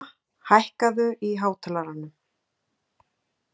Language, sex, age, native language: Icelandic, female, 40-49, Icelandic